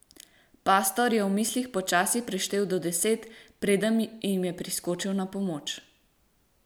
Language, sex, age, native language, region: Slovenian, female, 18-29, Slovenian, Central Slovenia